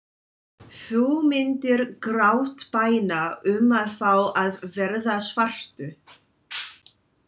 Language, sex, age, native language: Icelandic, female, 20-29, English